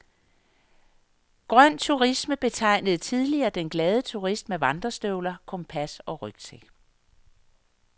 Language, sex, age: Danish, female, 58